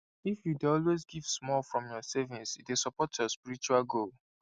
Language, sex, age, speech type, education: Nigerian Pidgin, male, 15-29, spontaneous, secondary